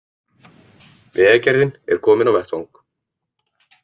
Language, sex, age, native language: Icelandic, male, 30-39, Icelandic